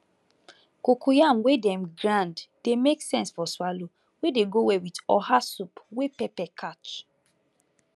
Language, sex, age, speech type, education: Nigerian Pidgin, female, 15-29, spontaneous, tertiary